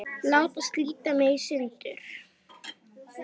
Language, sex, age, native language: Icelandic, female, 10, Icelandic